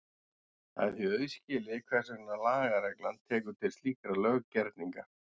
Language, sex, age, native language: Icelandic, male, 40-49, Icelandic